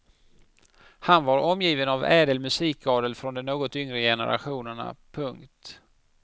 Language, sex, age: Swedish, male, 50